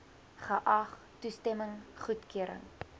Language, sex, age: Afrikaans, female, 20